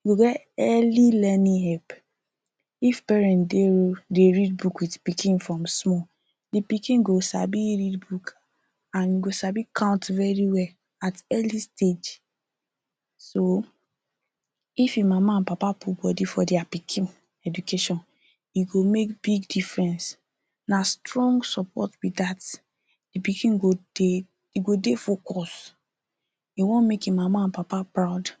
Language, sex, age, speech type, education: Nigerian Pidgin, female, 30-45, spontaneous, tertiary